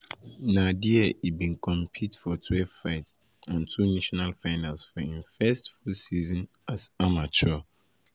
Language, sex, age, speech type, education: Nigerian Pidgin, male, 15-29, spontaneous, tertiary